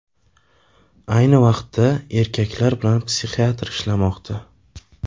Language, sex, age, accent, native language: Uzbek, male, 18-24, Navoiy, Uzbek